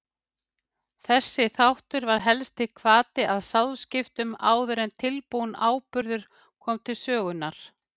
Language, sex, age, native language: Icelandic, female, 50-59, Icelandic